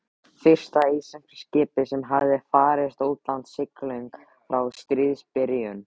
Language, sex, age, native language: Icelandic, male, 13, Icelandic